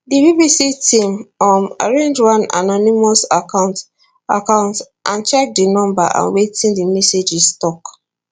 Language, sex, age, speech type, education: Nigerian Pidgin, female, 15-29, spontaneous, tertiary